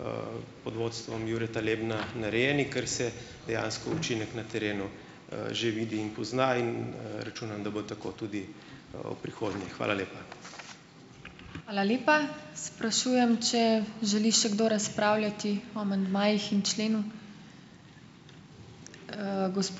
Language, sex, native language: Slovenian, male, Slovenian